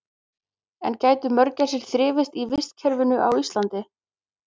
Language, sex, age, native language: Icelandic, female, 30-39, Icelandic